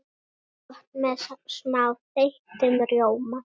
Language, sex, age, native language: Icelandic, female, 9, Icelandic